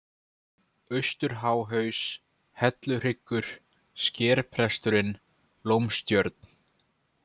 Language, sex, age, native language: Icelandic, male, 20-29, Icelandic